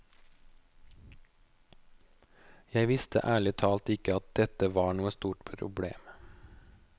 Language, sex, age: Norwegian, male, 29